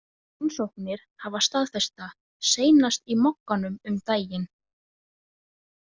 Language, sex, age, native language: Icelandic, female, 20-29, Icelandic